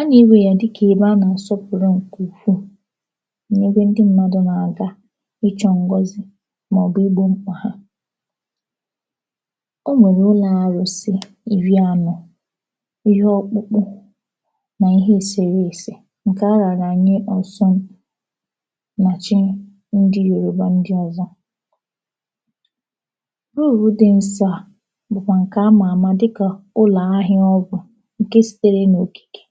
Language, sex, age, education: Igbo, female, 15-29, tertiary